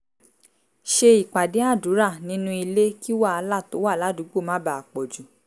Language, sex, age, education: Yoruba, female, 15-29, tertiary